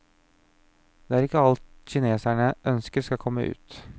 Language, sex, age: Norwegian, male, 29